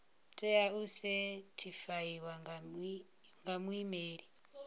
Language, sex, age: Venda, female, 39